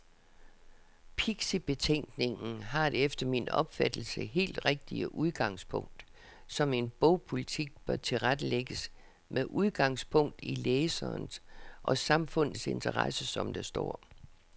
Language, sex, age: Danish, female, 67